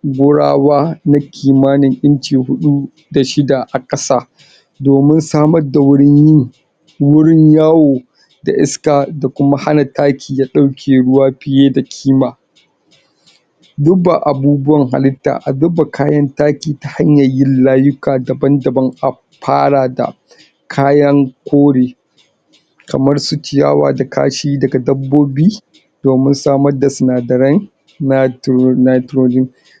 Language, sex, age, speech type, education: Hausa, male, 46-60, spontaneous, tertiary